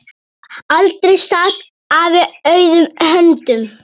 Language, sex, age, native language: Icelandic, male, 8, Icelandic